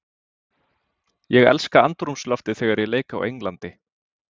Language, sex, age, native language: Icelandic, male, 20-29, Icelandic